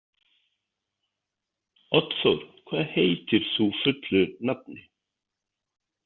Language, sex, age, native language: Icelandic, male, 50-59, Icelandic